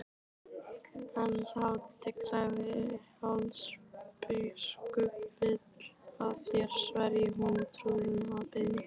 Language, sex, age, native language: Icelandic, female, 11, Icelandic